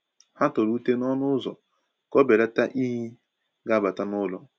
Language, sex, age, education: Igbo, male, 15-29, tertiary